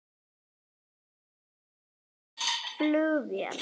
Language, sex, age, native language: Icelandic, male, 30-39, Icelandic